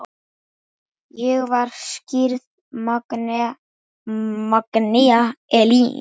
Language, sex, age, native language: Icelandic, male, 10, Icelandic